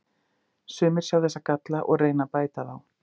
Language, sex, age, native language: Icelandic, female, 50-59, Icelandic